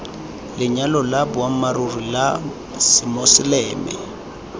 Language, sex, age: Tswana, male, 22